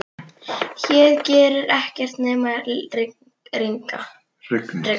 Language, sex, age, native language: Icelandic, female, 9, Icelandic